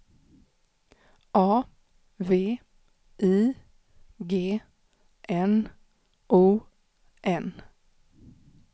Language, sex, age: Swedish, female, 35